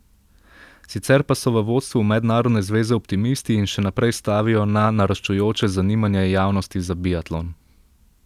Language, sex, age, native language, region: Slovenian, male, 18-29, Slovenian, Central Slovenia